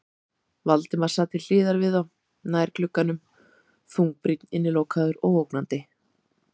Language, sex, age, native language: Icelandic, female, 30-39, Icelandic